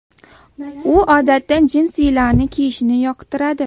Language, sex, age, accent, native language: Uzbek, female, under 19, Andijon, Uzbek